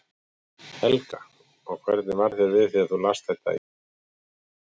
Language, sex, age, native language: Icelandic, male, 40-49, Icelandic